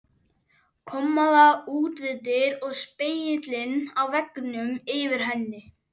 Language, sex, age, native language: Icelandic, male, 11, Icelandic